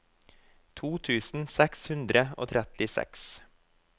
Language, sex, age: Norwegian, male, 24